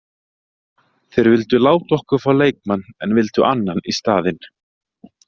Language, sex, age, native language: Icelandic, male, 30-39, Icelandic